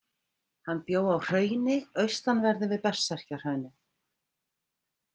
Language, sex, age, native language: Icelandic, female, 50-59, Icelandic